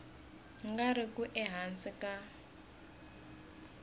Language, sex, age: Tsonga, female, 18